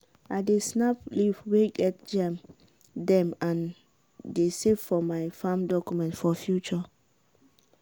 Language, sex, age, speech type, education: Nigerian Pidgin, female, 15-29, spontaneous, tertiary